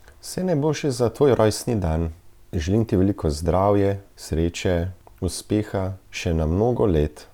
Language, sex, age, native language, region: Slovenian, male, 30-49, Slovenian, Central Slovenia